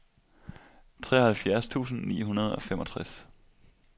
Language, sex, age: Danish, male, 25